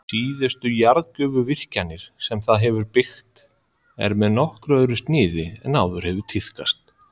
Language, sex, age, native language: Icelandic, male, 30-39, Icelandic